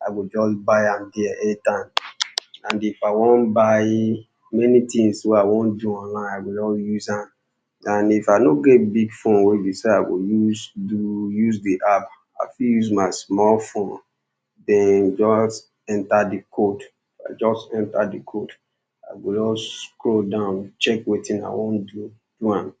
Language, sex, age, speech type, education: Nigerian Pidgin, male, 15-29, spontaneous, secondary